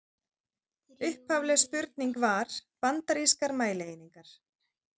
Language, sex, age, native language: Icelandic, female, 30-39, Icelandic